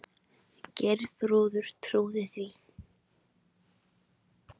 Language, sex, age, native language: Icelandic, female, 20-29, Icelandic